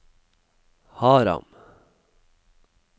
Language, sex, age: Norwegian, male, 21